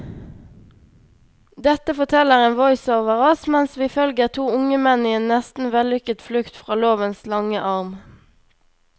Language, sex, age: Norwegian, female, 21